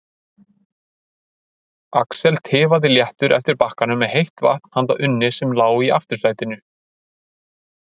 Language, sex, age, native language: Icelandic, male, 30-39, Icelandic